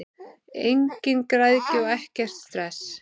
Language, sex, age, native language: Icelandic, male, 9, Icelandic